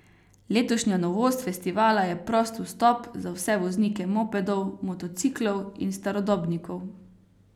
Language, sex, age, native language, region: Slovenian, female, 18-29, Slovenian, Carinthia region